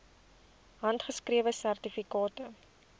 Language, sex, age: Afrikaans, female, 20